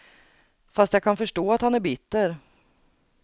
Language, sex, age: Swedish, female, 39